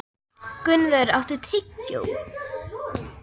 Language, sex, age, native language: Icelandic, female, 11, Icelandic